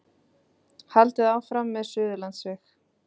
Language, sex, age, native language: Icelandic, female, 30-39, Icelandic